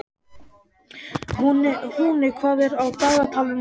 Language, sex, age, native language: Icelandic, male, 12, Icelandic